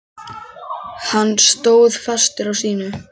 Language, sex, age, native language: Icelandic, male, 10, Icelandic